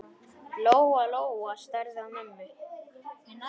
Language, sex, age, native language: Icelandic, male, 10, Icelandic